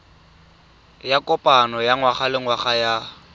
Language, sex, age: Tswana, male, 23